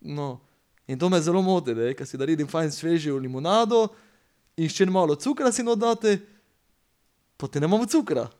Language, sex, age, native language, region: Slovenian, male, 30-49, Slovenian, Pomurje region